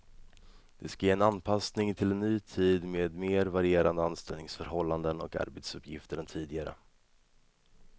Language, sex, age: Swedish, male, 26